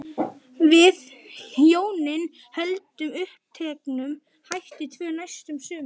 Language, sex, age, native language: Icelandic, male, 11, Icelandic